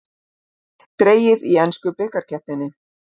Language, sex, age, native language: Icelandic, female, 50-59, Icelandic